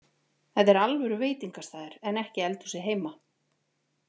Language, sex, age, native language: Icelandic, female, 40-49, Icelandic